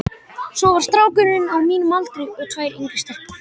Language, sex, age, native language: Icelandic, male, 11, Icelandic